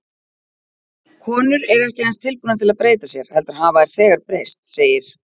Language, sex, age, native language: Icelandic, female, 40-49, Icelandic